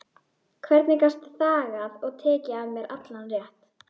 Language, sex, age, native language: Icelandic, female, 12, Icelandic